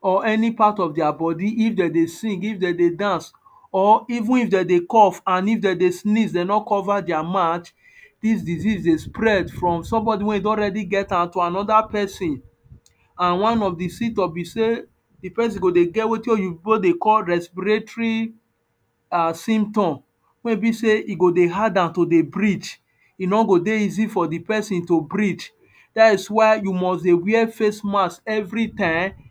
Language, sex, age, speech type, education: Nigerian Pidgin, male, 30-45, spontaneous, tertiary